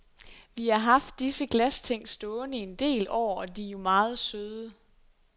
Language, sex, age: Danish, female, 23